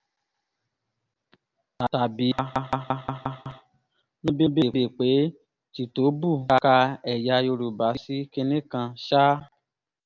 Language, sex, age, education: Yoruba, female, 15-29, tertiary